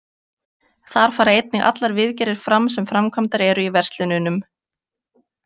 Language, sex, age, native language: Icelandic, female, 20-29, Icelandic